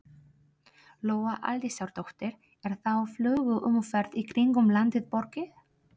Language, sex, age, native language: Icelandic, female, 30-39, Polish